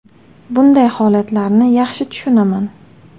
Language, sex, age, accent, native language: Uzbek, female, 18-24, Toshkent shahri, Uzbek